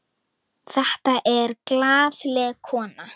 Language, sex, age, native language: Icelandic, female, 9, Icelandic